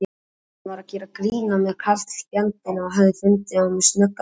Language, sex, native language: Icelandic, male, Icelandic